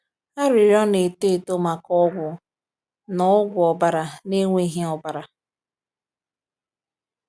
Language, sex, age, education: Igbo, female, 15-29, tertiary